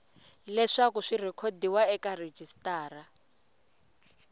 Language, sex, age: Tsonga, female, 20